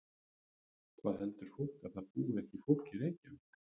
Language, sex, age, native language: Icelandic, male, 30-39, Icelandic